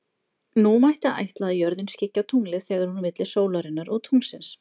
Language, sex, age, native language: Icelandic, female, 20-29, Icelandic